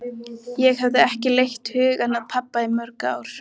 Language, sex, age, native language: Icelandic, male, 14, Icelandic